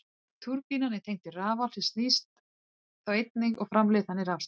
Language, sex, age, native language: Icelandic, female, 30-39, Icelandic